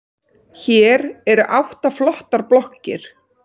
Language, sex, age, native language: Icelandic, female, 30-39, Icelandic